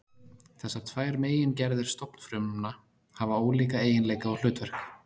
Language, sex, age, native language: Icelandic, male, 30-39, Icelandic